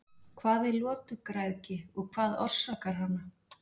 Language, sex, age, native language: Icelandic, female, 40-49, Icelandic